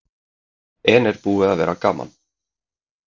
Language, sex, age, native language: Icelandic, male, 30-39, Icelandic